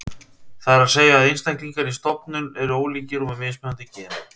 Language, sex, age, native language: Icelandic, male, 30-39, Icelandic